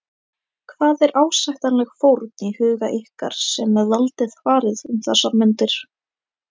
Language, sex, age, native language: Icelandic, female, 18-19, Icelandic